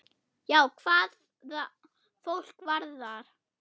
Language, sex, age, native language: Icelandic, female, 8, German